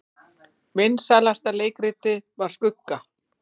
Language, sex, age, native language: Icelandic, female, 40-49, Icelandic